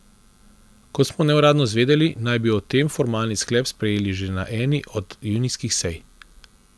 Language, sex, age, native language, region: Slovenian, male, 30-49, Slovenian, Central Slovenia